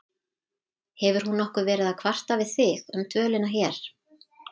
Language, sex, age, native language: Icelandic, female, 30-39, Icelandic